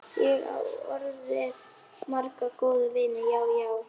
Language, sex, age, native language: Icelandic, female, 11, Icelandic